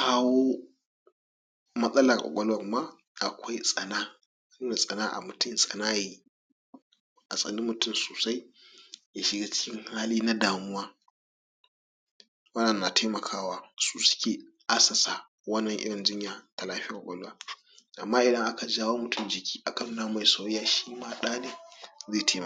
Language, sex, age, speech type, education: Hausa, male, 30-45, spontaneous, tertiary